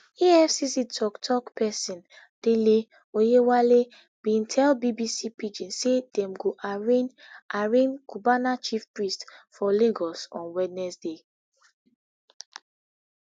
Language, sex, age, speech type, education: Nigerian Pidgin, female, 15-29, spontaneous, tertiary